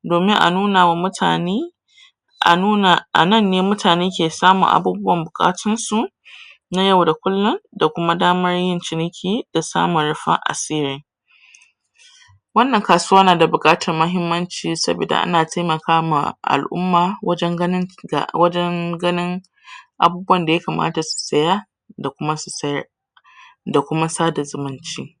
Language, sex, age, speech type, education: Hausa, female, 30-45, spontaneous, tertiary